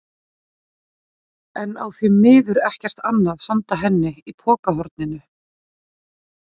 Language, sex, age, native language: Icelandic, female, 40-49, Icelandic